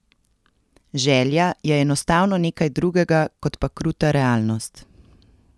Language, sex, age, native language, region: Slovenian, female, 30-49, Slovenian, Central Slovenia